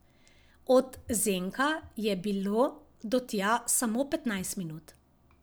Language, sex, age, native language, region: Slovenian, female, 50-59, Slovenian, Savinja region